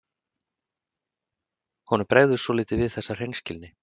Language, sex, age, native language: Icelandic, male, 30-39, Icelandic